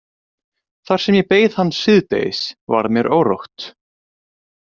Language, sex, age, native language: Icelandic, male, 18-19, Icelandic